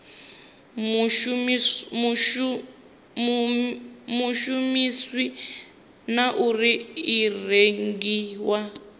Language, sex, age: Venda, female, 25